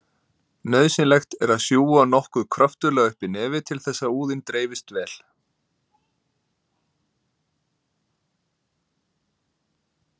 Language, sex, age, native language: Icelandic, male, 30-39, Icelandic